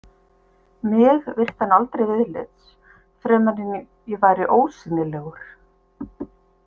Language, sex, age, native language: Icelandic, female, 50-59, Icelandic